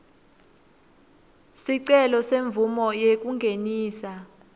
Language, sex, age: Swati, female, 19